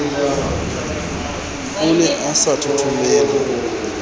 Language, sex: Southern Sotho, male